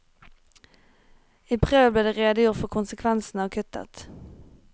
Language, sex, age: Norwegian, female, 23